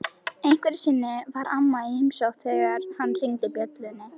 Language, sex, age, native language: Icelandic, female, 11, Icelandic